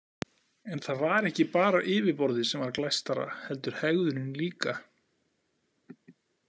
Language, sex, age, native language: Icelandic, male, 40-49, Icelandic